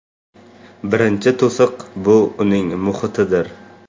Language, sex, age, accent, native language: Uzbek, male, 18-24, Qashqadaryo, Uzbek